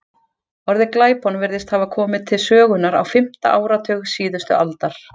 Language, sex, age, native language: Icelandic, female, 40-49, Icelandic